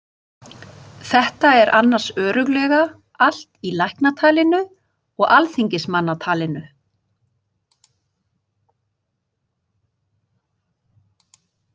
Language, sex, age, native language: Icelandic, female, 50-59, Icelandic